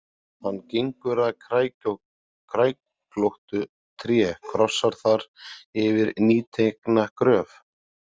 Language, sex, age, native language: Icelandic, male, 30-39, Icelandic